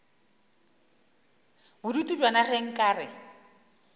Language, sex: Northern Sotho, female